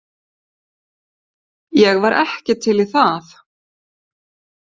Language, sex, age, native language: Icelandic, female, 50-59, Icelandic